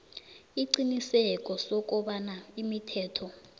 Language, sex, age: South Ndebele, female, 19